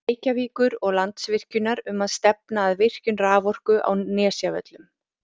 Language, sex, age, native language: Icelandic, female, 40-49, Icelandic